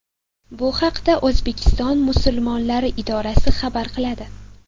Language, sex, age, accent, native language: Uzbek, female, 18-24, Sirdaryo, Uzbek